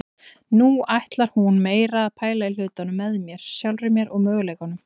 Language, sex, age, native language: Icelandic, female, 20-29, Icelandic